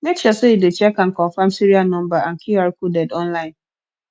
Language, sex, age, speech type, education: Nigerian Pidgin, female, 15-29, spontaneous, tertiary